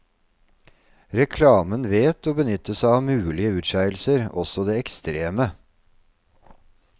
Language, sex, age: Norwegian, male, 48